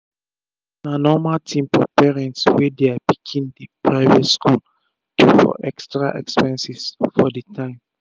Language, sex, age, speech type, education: Nigerian Pidgin, male, 30-45, spontaneous, tertiary